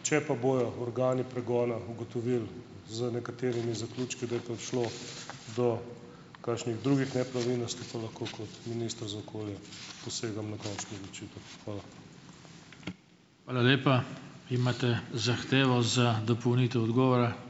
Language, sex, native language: Slovenian, male, Slovenian